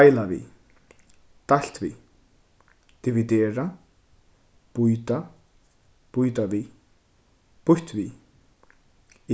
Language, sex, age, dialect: Faroese, male, 15-35, Suðurstreymoy